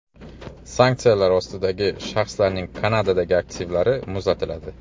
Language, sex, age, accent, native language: Uzbek, male, 25-34, Xorazm, Uzbek